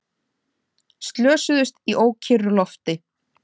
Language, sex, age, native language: Icelandic, female, 30-39, Icelandic